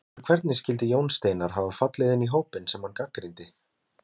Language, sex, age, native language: Icelandic, male, 20-29, Icelandic